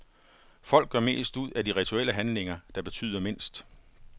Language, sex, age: Danish, male, 51